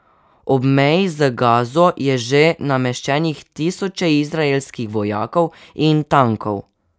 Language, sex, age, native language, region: Slovenian, male, 12-17, Slovenian, Savinja region